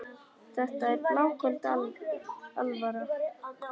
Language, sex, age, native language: Icelandic, female, 10, Icelandic